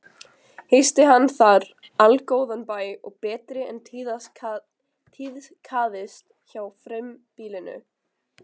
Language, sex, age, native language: Icelandic, other, 20-29, Icelandic